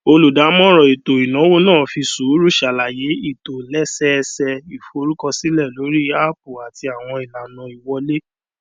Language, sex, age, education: Yoruba, male, 15-29, tertiary